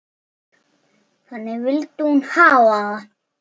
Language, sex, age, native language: Icelandic, male, 6, Icelandic